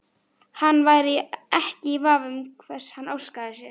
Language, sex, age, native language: Icelandic, female, 11, Icelandic